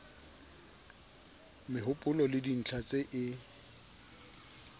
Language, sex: Southern Sotho, male